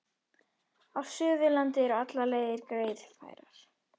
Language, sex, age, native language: Icelandic, female, 21, Icelandic